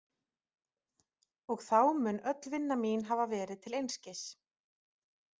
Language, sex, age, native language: Icelandic, female, 30-39, Icelandic